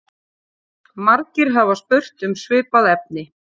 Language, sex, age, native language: Icelandic, female, 40-49, Icelandic